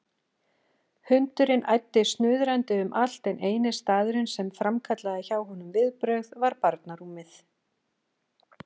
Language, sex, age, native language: Icelandic, female, 40-49, Icelandic